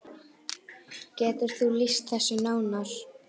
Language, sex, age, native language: Icelandic, female, 10, Icelandic